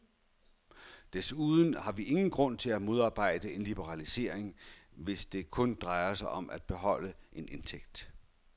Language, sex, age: Danish, male, 51